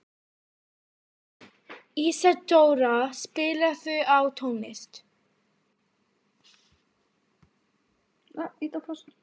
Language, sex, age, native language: Icelandic, female, 12, Icelandic